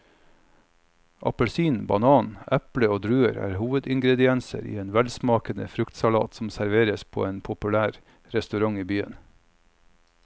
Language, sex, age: Norwegian, male, 45